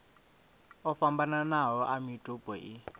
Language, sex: Venda, male